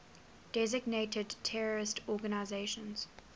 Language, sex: English, female